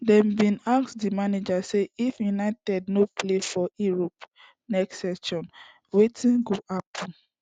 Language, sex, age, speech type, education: Nigerian Pidgin, female, 15-29, spontaneous, secondary